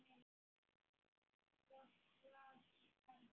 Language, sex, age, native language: Icelandic, male, 9, Icelandic